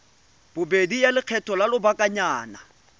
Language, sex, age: Tswana, male, 25